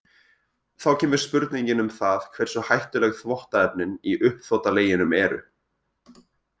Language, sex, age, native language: Icelandic, male, 20-29, Icelandic